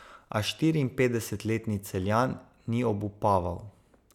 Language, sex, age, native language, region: Slovenian, male, 30-49, Slovenian, Savinja region